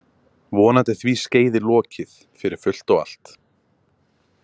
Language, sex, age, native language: Icelandic, male, 20-29, Icelandic